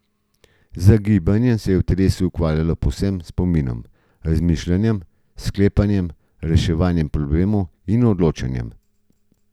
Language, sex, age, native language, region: Slovenian, male, 50-59, Slovenian, Gorenjska region